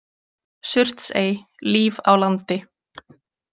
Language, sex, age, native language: Icelandic, female, 20-29, Icelandic